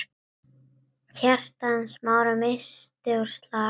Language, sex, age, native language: Icelandic, female, 9, Icelandic